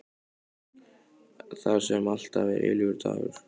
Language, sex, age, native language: Icelandic, male, 15, Icelandic